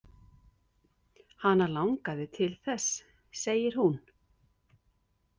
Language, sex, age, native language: Icelandic, female, 50-59, Icelandic